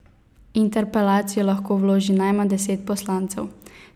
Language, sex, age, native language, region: Slovenian, female, 18-29, Slovenian, Savinja region